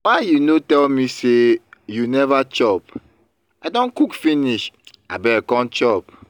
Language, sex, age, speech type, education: Nigerian Pidgin, male, 30-45, spontaneous, tertiary